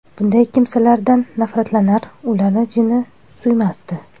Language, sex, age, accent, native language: Uzbek, female, 25-34, Toshkent shahri, Uzbek